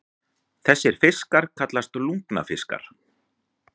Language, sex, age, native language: Icelandic, male, 40-49, Icelandic